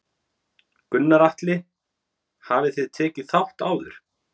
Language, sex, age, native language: Icelandic, male, 30-39, Icelandic